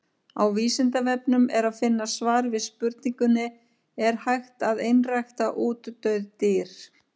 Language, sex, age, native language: Icelandic, female, 50-59, Icelandic